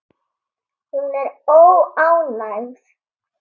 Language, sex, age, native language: Icelandic, female, 8, Icelandic